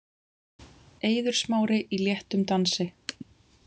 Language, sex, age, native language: Icelandic, female, 20-29, Icelandic